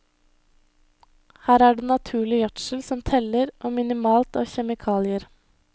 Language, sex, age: Norwegian, female, 21